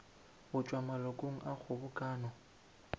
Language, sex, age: Northern Sotho, male, 18